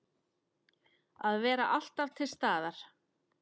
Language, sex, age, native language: Icelandic, female, 10, Icelandic